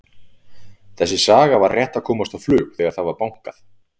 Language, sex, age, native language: Icelandic, male, 40-49, Icelandic